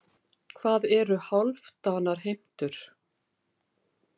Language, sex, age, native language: Icelandic, female, 50-59, Icelandic